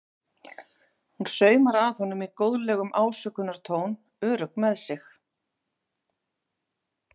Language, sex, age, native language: Icelandic, female, 40-49, Icelandic